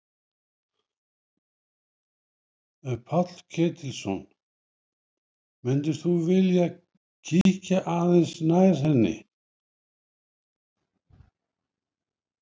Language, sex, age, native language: Icelandic, male, 70-79, Icelandic